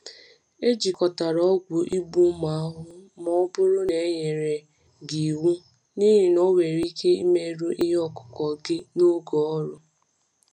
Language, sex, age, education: Igbo, female, 15-29, tertiary